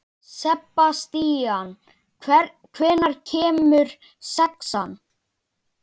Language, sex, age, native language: Icelandic, male, 11, Icelandic